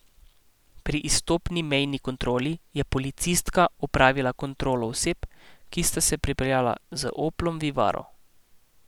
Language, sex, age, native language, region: Slovenian, male, 18-29, Slovenian, Posavska region